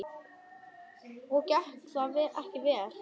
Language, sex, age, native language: Icelandic, male, 9, Icelandic